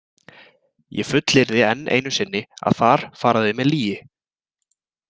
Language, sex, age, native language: Icelandic, male, 20-29, Icelandic